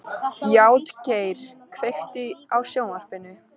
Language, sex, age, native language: Icelandic, female, 13, Icelandic